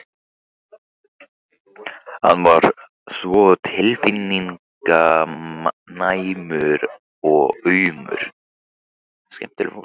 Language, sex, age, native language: Icelandic, male, 15, Icelandic